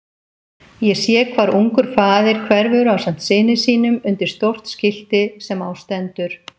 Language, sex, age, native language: Icelandic, female, 50-59, Icelandic